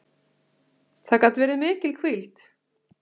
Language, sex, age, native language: Icelandic, male, 8, Icelandic